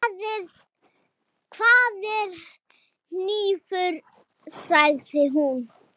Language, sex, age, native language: Icelandic, female, 10, Icelandic